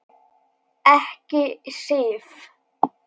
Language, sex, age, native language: Icelandic, male, 10, Icelandic